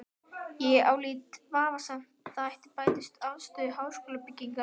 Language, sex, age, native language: Icelandic, male, 12, Japanese